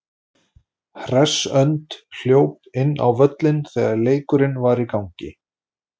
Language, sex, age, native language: Icelandic, male, 40-49, Icelandic